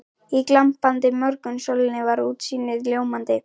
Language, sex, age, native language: Icelandic, female, 11, Icelandic